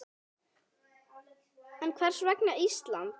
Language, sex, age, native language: Icelandic, female, 9, Icelandic